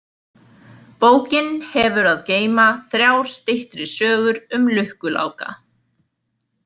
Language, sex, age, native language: Icelandic, female, 20-29, Icelandic